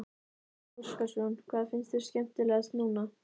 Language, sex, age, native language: Icelandic, female, 14, Icelandic